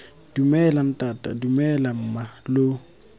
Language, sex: Tswana, male